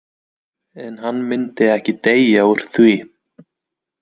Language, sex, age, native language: Icelandic, male, 20-29, Icelandic